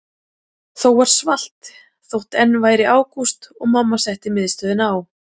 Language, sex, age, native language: Icelandic, female, 40-49, Icelandic